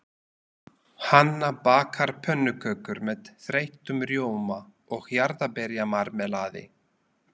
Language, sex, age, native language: Icelandic, male, 40-49, Slovak